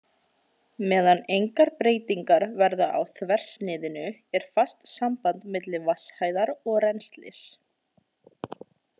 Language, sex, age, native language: Icelandic, female, 20-29, Icelandic